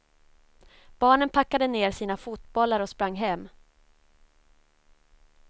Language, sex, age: Swedish, female, 24